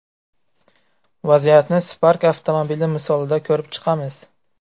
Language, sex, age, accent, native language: Uzbek, male, 18-24, Buxoro, Uzbek